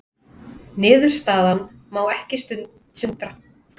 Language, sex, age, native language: Icelandic, female, 30-39, Icelandic